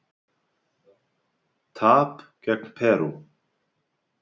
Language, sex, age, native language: Icelandic, male, 50-59, Icelandic